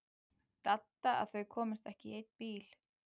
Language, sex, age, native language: Icelandic, male, 12, Icelandic